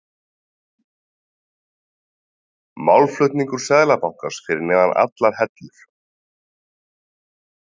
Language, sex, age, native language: Icelandic, male, 30-39, Icelandic